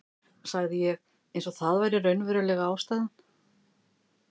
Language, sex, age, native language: Icelandic, female, 50-59, Icelandic